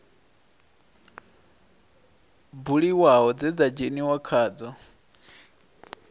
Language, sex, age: Venda, male, 23